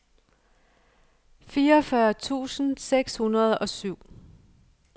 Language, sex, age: Danish, female, 55